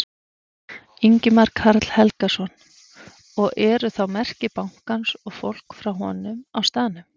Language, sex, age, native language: Icelandic, female, 40-49, Icelandic